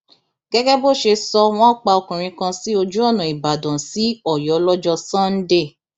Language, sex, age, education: Yoruba, female, 15-29, tertiary